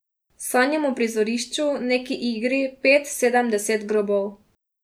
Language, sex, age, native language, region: Slovenian, female, 18-29, Slovenian, Drava region